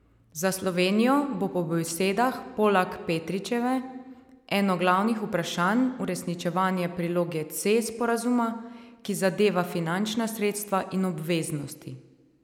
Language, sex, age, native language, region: Slovenian, female, 30-49, Slovenian, Savinja region